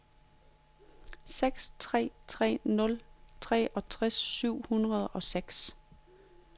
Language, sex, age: Danish, female, 42